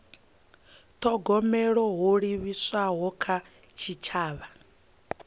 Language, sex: Venda, female